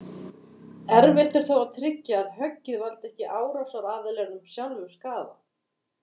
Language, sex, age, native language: Icelandic, female, 50-59, Icelandic